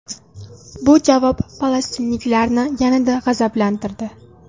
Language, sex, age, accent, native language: Uzbek, female, under 19, Toshkent viloyati, Uzbek